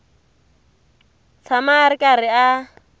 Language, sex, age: Tsonga, female, 22